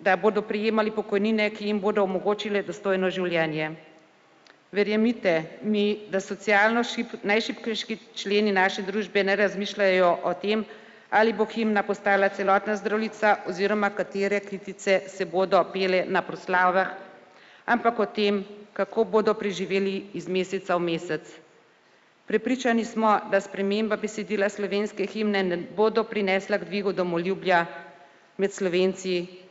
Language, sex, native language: Slovenian, female, Slovenian